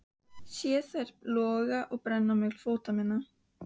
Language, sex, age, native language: Icelandic, female, 15, Icelandic